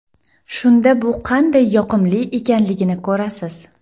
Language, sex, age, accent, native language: Uzbek, female, 18-24, Jizzax, Uzbek